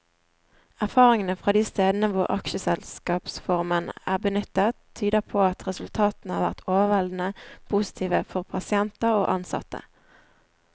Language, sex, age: Norwegian, female, 20